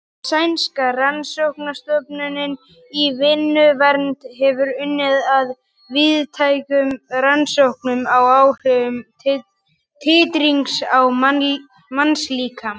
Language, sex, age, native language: Icelandic, female, 60-69, Icelandic